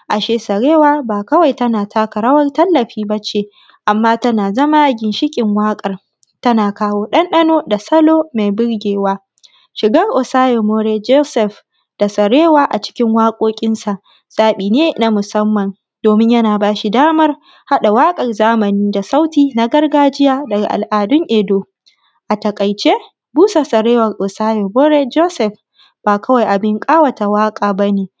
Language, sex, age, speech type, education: Hausa, female, 15-29, spontaneous, tertiary